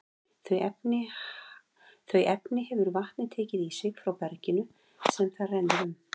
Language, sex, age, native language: Icelandic, female, 40-49, Icelandic